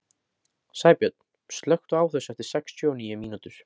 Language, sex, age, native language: Icelandic, male, 18-19, Icelandic